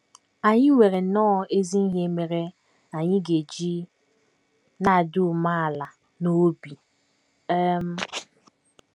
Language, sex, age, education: Igbo, female, 15-29, tertiary